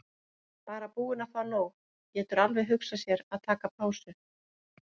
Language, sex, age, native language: Icelandic, female, 30-39, Icelandic